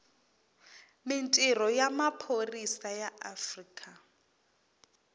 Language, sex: Tsonga, female